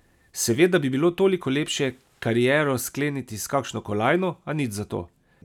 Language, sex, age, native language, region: Slovenian, male, 30-49, Slovenian, Savinja region